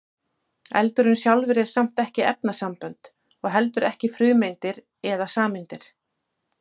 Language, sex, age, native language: Icelandic, female, 40-49, Icelandic